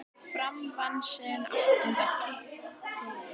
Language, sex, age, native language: Icelandic, female, 10, Icelandic